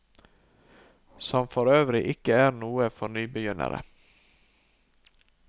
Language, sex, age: Norwegian, male, 39